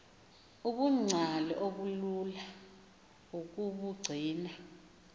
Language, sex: Xhosa, female